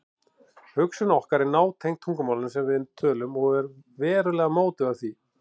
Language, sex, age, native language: Icelandic, male, 40-49, Icelandic